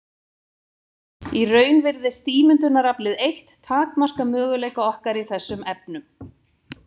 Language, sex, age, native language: Icelandic, female, 50-59, Icelandic